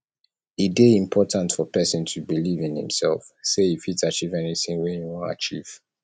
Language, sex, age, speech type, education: Nigerian Pidgin, male, 30-45, spontaneous, tertiary